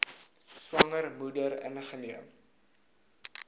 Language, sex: Afrikaans, male